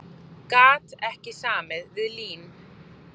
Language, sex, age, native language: Icelandic, female, 30-39, Icelandic